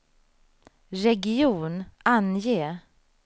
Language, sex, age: Swedish, female, 35